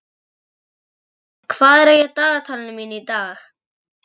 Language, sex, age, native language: Icelandic, male, 11, Icelandic